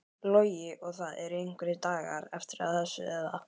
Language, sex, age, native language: Icelandic, female, 12, Icelandic